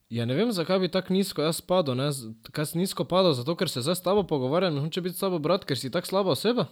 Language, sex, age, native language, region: Slovenian, male, 12-17, Slovenian, Drava region